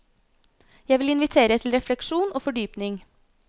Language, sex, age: Norwegian, female, 26